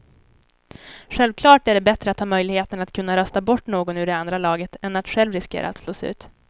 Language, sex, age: Swedish, female, 18